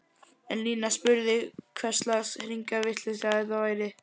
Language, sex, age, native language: Icelandic, male, 11, Icelandic